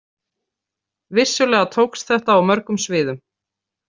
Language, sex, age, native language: Icelandic, female, 30-39, Icelandic